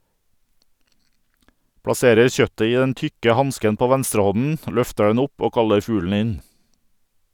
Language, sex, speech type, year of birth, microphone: Norwegian, male, read, 1978, Sennheiser